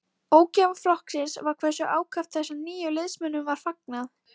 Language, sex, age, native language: Icelandic, female, 13, Icelandic